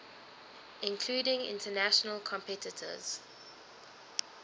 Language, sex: English, female